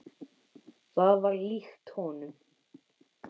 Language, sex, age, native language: Icelandic, male, 10, Icelandic